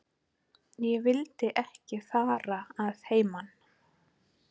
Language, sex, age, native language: Icelandic, female, 40-49, Icelandic